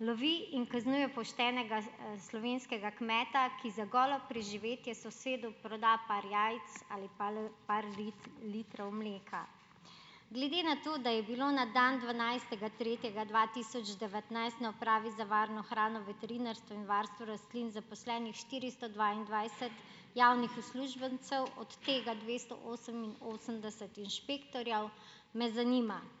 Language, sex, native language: Slovenian, female, Slovenian